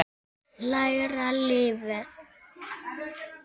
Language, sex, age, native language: Icelandic, female, 7, Icelandic